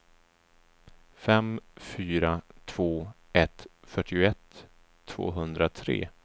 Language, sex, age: Swedish, male, 34